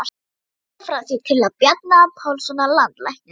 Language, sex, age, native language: Icelandic, female, 12, Icelandic